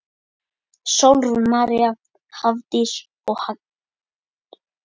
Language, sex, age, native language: Icelandic, male, 10, Icelandic